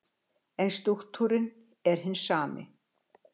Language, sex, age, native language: Icelandic, female, 60-69, Icelandic